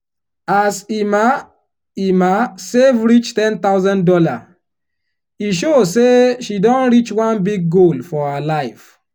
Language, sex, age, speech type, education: Nigerian Pidgin, male, 15-29, spontaneous, tertiary